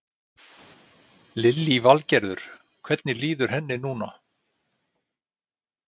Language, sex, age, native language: Icelandic, male, 60-69, Icelandic